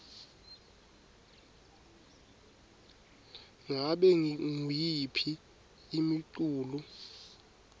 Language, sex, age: Swati, male, 23